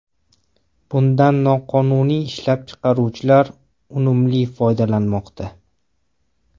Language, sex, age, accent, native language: Uzbek, male, 25-34, Toshkent viloyati, Uzbek